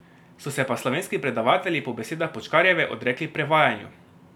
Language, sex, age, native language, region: Slovenian, male, 18-29, Slovenian, Drava region